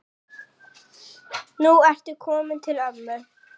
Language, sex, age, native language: Icelandic, female, 10, Icelandic